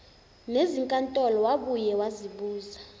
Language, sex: Zulu, female